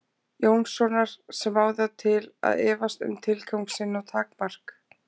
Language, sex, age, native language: Icelandic, female, 20-29, Icelandic